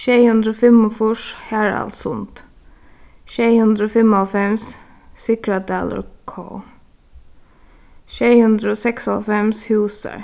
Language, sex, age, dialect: Faroese, female, 15-35, Suðuroy